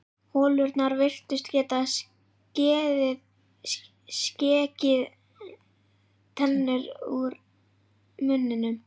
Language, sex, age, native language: Icelandic, male, 11, Icelandic